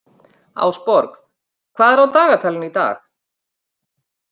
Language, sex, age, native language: Icelandic, female, 50-59, Icelandic